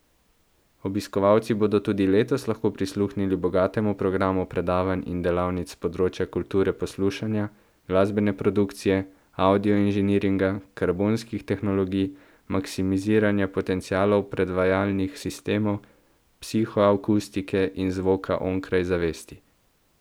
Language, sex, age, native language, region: Slovenian, male, 18-29, Slovenian, Central Slovenia